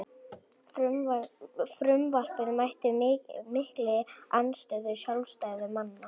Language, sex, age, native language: Icelandic, male, 18-19, Icelandic